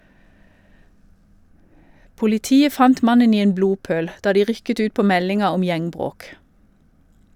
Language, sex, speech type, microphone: Norwegian, female, read, Shure